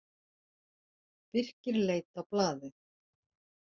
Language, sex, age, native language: Icelandic, female, 40-49, Icelandic